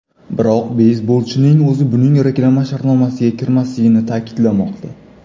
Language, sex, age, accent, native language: Uzbek, male, 25-34, Toshkent shahri, Uzbek